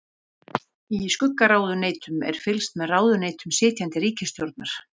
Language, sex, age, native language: Icelandic, female, 50-59, Icelandic